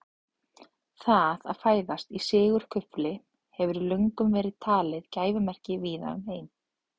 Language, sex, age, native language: Icelandic, female, 30-39, Icelandic